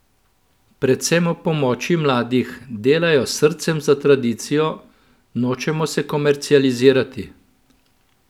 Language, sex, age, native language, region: Slovenian, male, 50-59, Slovenian, Central Slovenia